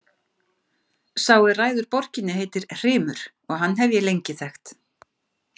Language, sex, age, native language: Icelandic, female, 50-59, Icelandic